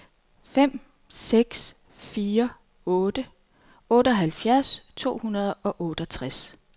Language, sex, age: Danish, female, 39